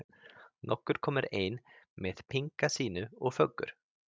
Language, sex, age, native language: Icelandic, male, 30-39, Icelandic